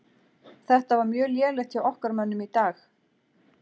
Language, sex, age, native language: Icelandic, female, 40-49, Icelandic